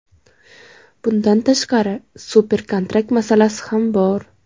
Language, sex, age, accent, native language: Uzbek, female, 18-24, Samarqand, Uzbek